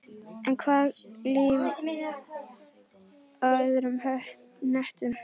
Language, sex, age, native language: Icelandic, female, 11, Icelandic